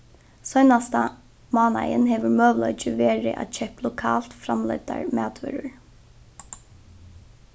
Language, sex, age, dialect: Faroese, female, 15-35, Norðuroyggjar